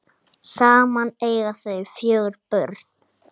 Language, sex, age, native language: Icelandic, male, 8, Icelandic